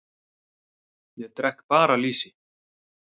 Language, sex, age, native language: Icelandic, male, 30-39, Icelandic